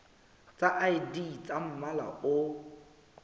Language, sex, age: Southern Sotho, male, 25